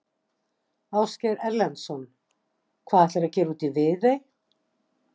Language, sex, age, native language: Icelandic, female, 60-69, Icelandic